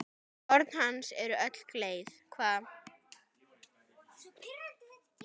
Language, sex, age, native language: Icelandic, female, 9, Icelandic